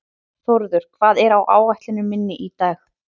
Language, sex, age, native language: Icelandic, female, 30-39, Icelandic